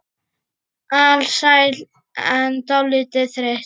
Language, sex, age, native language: Icelandic, male, 8, Icelandic